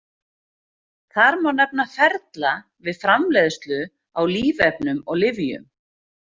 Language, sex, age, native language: Icelandic, female, 40-49, Icelandic